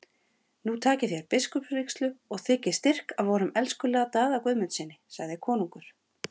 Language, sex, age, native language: Icelandic, female, 40-49, Icelandic